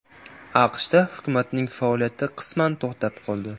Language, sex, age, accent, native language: Uzbek, male, 18-24, Samarqand, Uzbek